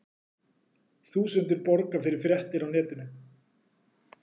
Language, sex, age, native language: Icelandic, male, 40-49, Icelandic